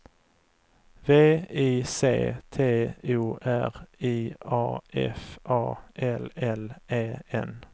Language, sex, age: Swedish, male, 35